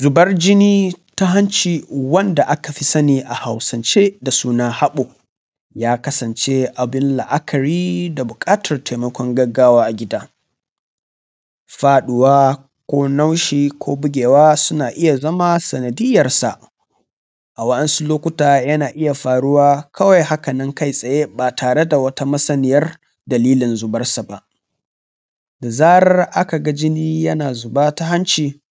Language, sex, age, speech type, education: Hausa, male, 15-29, spontaneous, tertiary